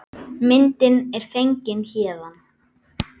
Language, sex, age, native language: Icelandic, female, 8, Icelandic